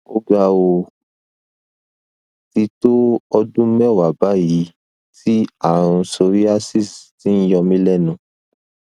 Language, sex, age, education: Yoruba, male, 15-29, tertiary